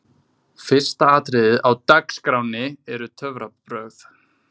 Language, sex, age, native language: Icelandic, male, 20-29, Icelandic